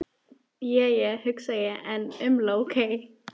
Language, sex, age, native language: Icelandic, female, 14, Icelandic